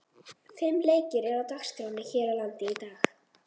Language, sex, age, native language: Icelandic, female, 20-29, Icelandic